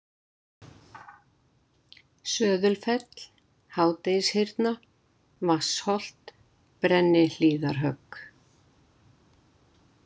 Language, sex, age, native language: Icelandic, female, 60-69, Icelandic